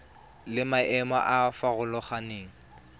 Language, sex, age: Tswana, male, 23